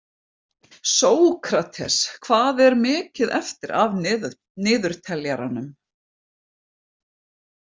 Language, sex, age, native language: Icelandic, female, 50-59, Icelandic